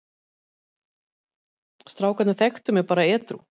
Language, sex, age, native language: Icelandic, female, 50-59, Icelandic